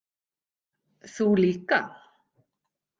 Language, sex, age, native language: Icelandic, female, 50-59, Icelandic